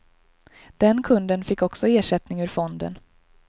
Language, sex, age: Swedish, female, 23